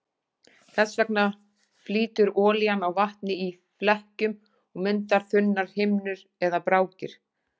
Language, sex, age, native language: Icelandic, female, 40-49, Icelandic